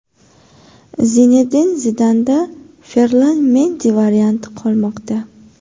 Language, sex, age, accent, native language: Uzbek, female, 18-24, Samarqand, Uzbek